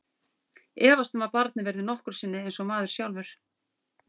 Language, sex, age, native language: Icelandic, female, 40-49, Icelandic